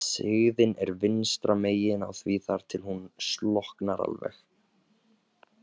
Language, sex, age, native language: Icelandic, male, 18-19, Icelandic